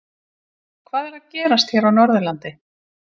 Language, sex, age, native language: Icelandic, female, 50-59, Icelandic